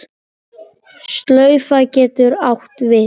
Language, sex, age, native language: Icelandic, male, 9, Icelandic